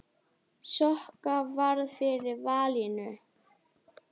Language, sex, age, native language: Icelandic, female, 7, Icelandic